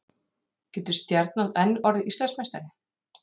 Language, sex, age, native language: Icelandic, female, 30-39, Icelandic